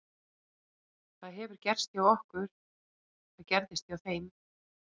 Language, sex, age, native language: Icelandic, female, 40-49, Icelandic